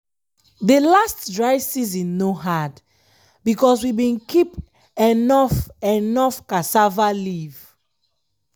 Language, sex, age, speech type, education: Nigerian Pidgin, female, 15-29, spontaneous, tertiary